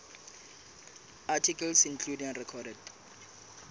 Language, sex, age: Southern Sotho, male, 25